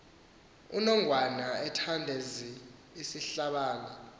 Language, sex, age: Xhosa, male, 18